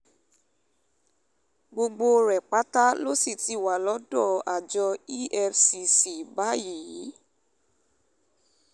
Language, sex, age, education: Yoruba, female, 15-29, tertiary